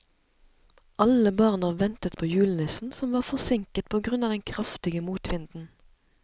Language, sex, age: Norwegian, female, 37